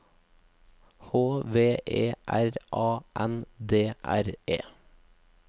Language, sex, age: Norwegian, male, 24